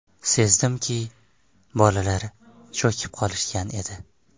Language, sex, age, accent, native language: Uzbek, male, 18-24, Surxondaryo, Uzbek